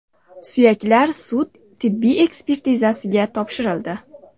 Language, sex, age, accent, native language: Uzbek, female, 18-24, Andijon, Uzbek